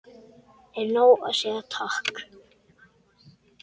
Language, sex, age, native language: Icelandic, male, 10, Icelandic